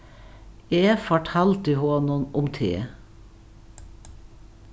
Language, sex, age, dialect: Faroese, female, 61+, Norðuroyggjar